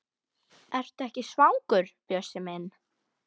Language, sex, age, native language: Icelandic, female, 12, Icelandic